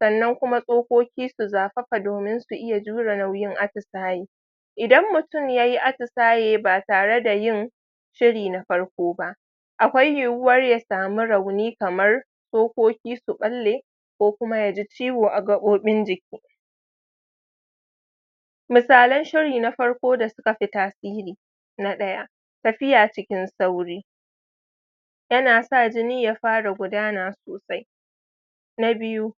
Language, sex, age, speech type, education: Hausa, female, 30-45, spontaneous, tertiary